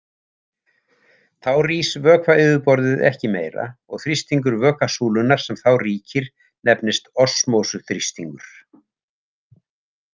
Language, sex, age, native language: Icelandic, male, 70-79, Icelandic